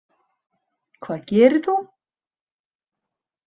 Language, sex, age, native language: Icelandic, female, 30-39, Icelandic